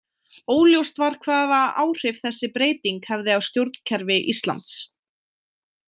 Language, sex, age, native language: Icelandic, female, 20-29, Icelandic